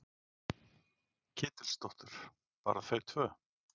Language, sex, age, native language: Icelandic, male, 40-49, Icelandic